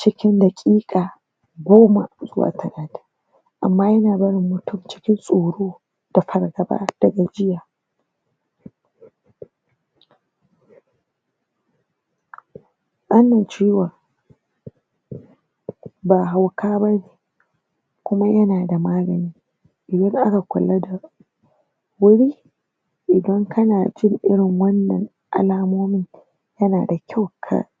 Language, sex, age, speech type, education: Hausa, female, 30-45, spontaneous, tertiary